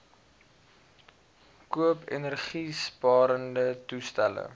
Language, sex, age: Afrikaans, male, 19